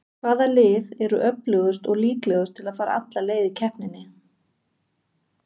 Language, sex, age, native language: Icelandic, female, 40-49, Icelandic